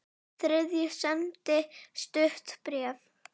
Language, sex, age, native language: Icelandic, female, 8, Icelandic